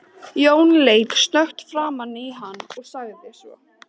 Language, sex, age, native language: Icelandic, female, 13, Icelandic